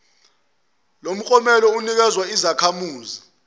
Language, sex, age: Zulu, male, 22